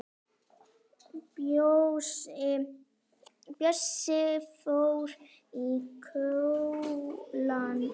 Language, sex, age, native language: Icelandic, female, 9, Icelandic